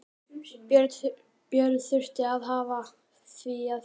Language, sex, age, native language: Icelandic, male, 12, Icelandic